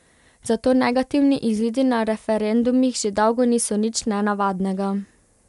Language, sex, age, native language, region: Slovenian, female, 18-29, Slovenian, Pomurje region